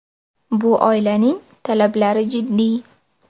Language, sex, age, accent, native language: Uzbek, female, under 19, Toshkent shahri, Uzbek